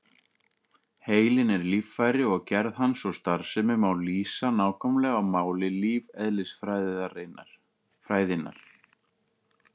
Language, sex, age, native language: Icelandic, male, 40-49, Icelandic